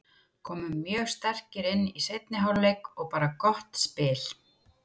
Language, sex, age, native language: Icelandic, female, 30-39, Icelandic